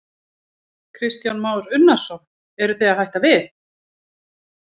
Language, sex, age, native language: Icelandic, female, 40-49, Icelandic